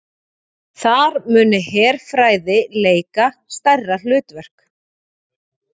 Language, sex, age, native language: Icelandic, female, 40-49, Icelandic